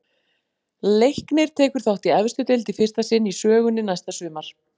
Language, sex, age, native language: Icelandic, female, 40-49, Icelandic